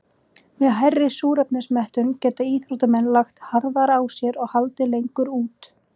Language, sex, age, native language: Icelandic, female, 18-19, Icelandic